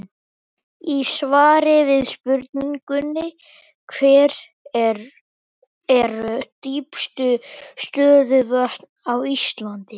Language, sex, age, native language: Icelandic, male, 18-19, Icelandic